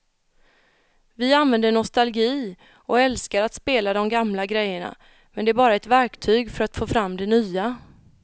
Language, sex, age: Swedish, female, 31